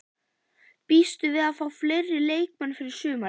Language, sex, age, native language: Icelandic, female, 11, Icelandic